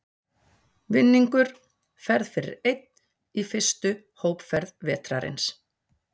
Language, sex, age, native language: Icelandic, female, 40-49, Icelandic